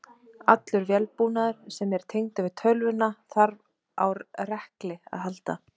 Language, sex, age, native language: Icelandic, female, 30-39, Icelandic